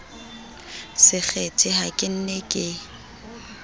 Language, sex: Southern Sotho, female